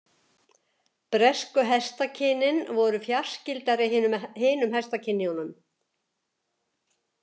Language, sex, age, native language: Icelandic, female, 70-79, Icelandic